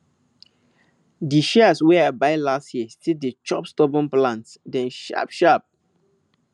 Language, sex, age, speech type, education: Nigerian Pidgin, male, 30-45, spontaneous, tertiary